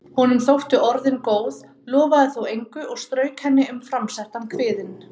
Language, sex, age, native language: Icelandic, female, 30-39, Icelandic